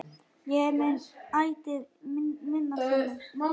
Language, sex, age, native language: Icelandic, male, 9, Icelandic